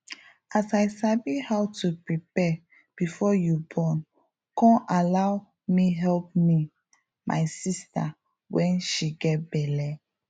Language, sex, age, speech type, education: Nigerian Pidgin, female, 15-29, spontaneous, tertiary